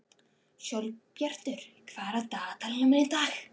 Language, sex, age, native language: Icelandic, female, 12, Icelandic